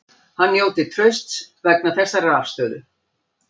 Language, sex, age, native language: Icelandic, female, 60-69, Icelandic